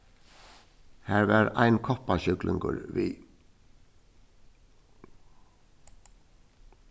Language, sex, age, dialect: Faroese, male, 61+, Suðurstreymoy